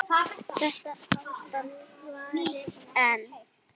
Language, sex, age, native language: Icelandic, female, 8, Icelandic